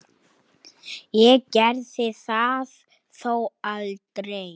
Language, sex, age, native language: Icelandic, male, 9, Icelandic